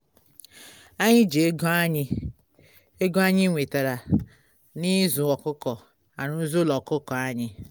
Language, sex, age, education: Igbo, female, 30-45, tertiary